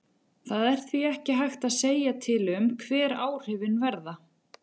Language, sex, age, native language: Icelandic, female, 40-49, Icelandic